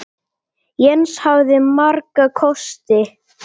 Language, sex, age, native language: Icelandic, male, 9, Icelandic